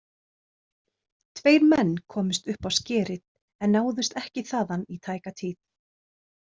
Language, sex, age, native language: Icelandic, female, 30-39, Icelandic